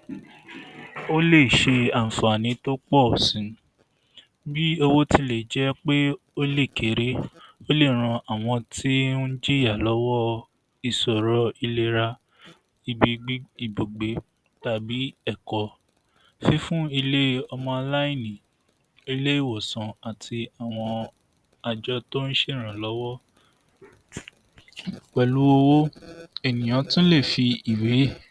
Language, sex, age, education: Yoruba, male, 46-60, tertiary